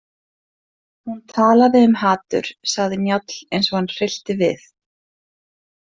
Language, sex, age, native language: Icelandic, female, 20-29, Icelandic